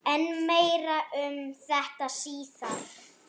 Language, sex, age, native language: Icelandic, female, 7, Icelandic